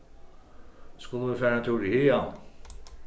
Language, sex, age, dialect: Faroese, male, 36-60, Suðurstreymoy